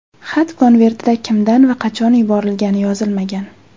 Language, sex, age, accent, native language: Uzbek, female, 18-24, Jizzax, Uzbek